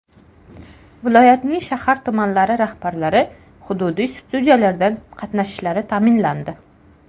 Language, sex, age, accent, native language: Uzbek, female, 18-24, Toshkent viloyati, Uzbek